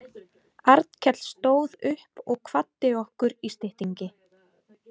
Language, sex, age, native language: Icelandic, female, 20-29, Icelandic